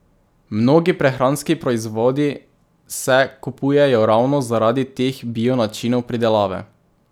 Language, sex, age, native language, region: Slovenian, male, 18-29, Slovenian, Drava region